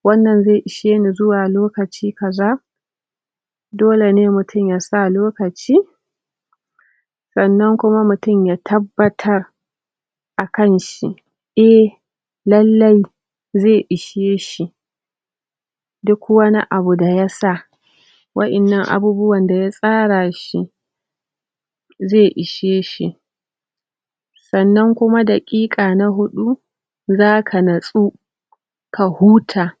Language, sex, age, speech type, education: Hausa, female, 30-45, spontaneous, tertiary